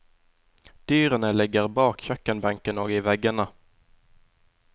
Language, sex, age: Norwegian, male, 20